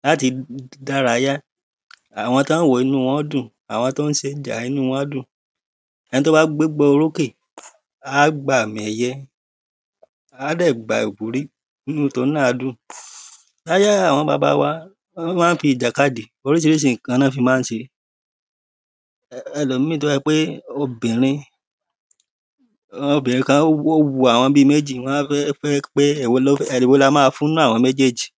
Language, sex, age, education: Yoruba, female, 15-29, primary